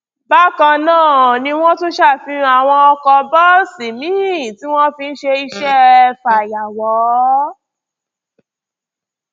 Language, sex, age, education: Yoruba, female, 15-29, tertiary